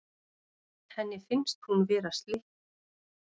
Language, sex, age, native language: Icelandic, male, 9, Icelandic